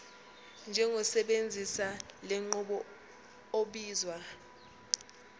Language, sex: Zulu, female